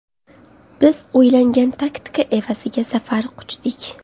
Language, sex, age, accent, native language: Uzbek, female, under 19, Qashqadaryo, Uzbek